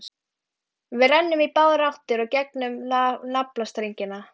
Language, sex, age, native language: Icelandic, female, 12, Icelandic